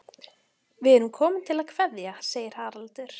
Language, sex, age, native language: Icelandic, female, 14, Icelandic